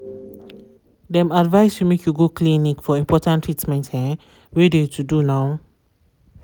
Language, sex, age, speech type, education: Nigerian Pidgin, female, 15-29, spontaneous, tertiary